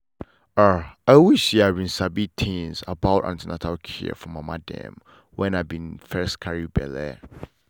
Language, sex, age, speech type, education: Nigerian Pidgin, male, 15-29, spontaneous, tertiary